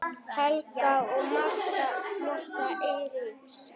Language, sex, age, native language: Icelandic, female, 9, Icelandic